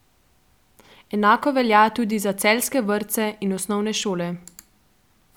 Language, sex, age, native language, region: Slovenian, female, 12-17, Slovenian, Central Slovenia